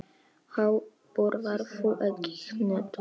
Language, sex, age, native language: Icelandic, male, 6, Polish